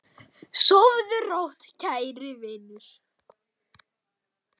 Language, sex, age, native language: Icelandic, male, 8, Icelandic